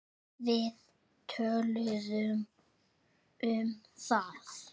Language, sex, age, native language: Icelandic, male, 7, Icelandic